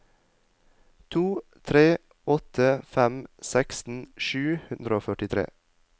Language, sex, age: Norwegian, male, 22